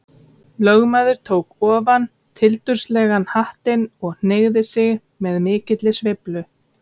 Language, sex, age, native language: Icelandic, female, 30-39, Icelandic